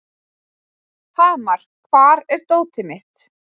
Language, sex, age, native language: Icelandic, female, 20-29, Icelandic